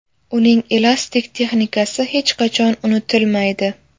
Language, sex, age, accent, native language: Uzbek, female, 18-24, Navoiy, Uzbek